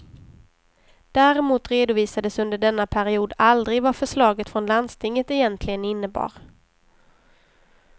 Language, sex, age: Swedish, female, 23